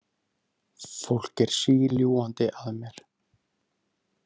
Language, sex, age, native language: Icelandic, male, 30-39, Icelandic